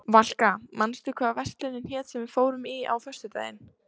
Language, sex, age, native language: Icelandic, female, 30-39, Icelandic